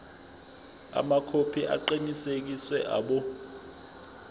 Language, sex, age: Zulu, male, 20